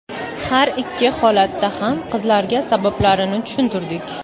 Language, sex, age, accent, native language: Uzbek, female, 19-29, Toshkent shahri, Uzbek